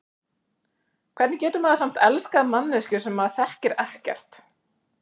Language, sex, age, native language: Icelandic, female, 30-39, Icelandic